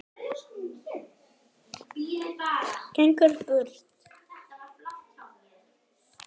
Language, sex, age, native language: Icelandic, male, 9, Icelandic